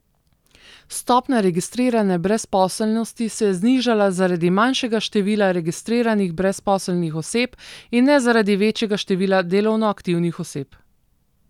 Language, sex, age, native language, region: Slovenian, female, 30-49, Slovenian, Southeast Slovenia